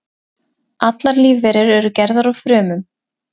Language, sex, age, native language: Icelandic, female, 20-29, Icelandic